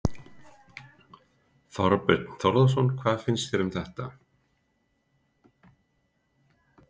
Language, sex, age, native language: Icelandic, male, 40-49, Icelandic